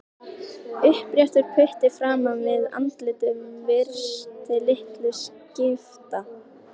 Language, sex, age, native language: Icelandic, female, 12, Icelandic